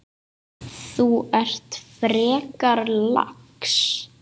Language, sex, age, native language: Icelandic, male, 8, Icelandic